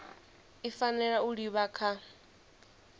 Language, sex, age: Venda, female, 22